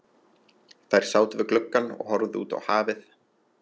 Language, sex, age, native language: Icelandic, male, 20-29, Icelandic